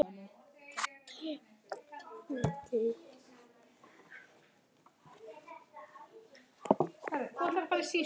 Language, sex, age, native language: Icelandic, male, 8, Icelandic